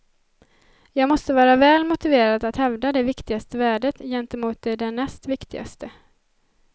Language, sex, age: Swedish, female, 20